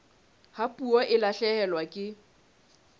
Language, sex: Southern Sotho, male